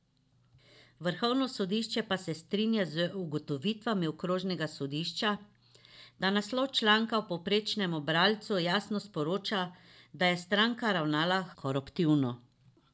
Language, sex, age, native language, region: Slovenian, female, 50-59, Slovenian, Drava region